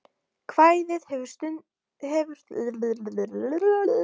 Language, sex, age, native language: Icelandic, female, 50-59, Icelandic